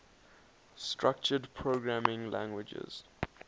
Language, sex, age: English, male, 19